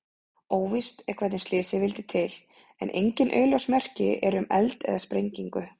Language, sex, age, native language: Icelandic, female, 30-39, Icelandic